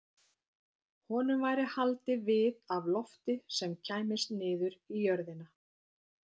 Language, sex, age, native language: Icelandic, female, 50-59, Icelandic